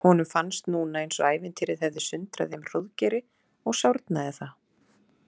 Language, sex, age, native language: Icelandic, female, 30-39, Icelandic